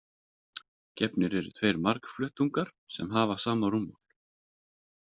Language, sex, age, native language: Icelandic, male, 30-39, Icelandic